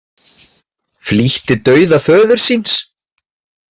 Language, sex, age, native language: Icelandic, male, 30-39, Icelandic